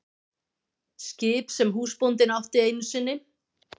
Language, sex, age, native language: Icelandic, female, 50-59, Icelandic